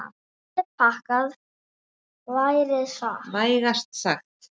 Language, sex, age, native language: Icelandic, male, 7, Icelandic